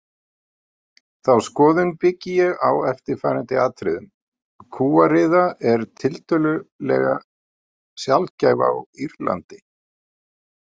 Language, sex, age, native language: Icelandic, male, 50-59, Icelandic